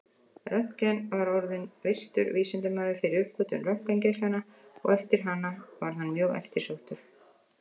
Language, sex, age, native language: Icelandic, female, 50-59, Icelandic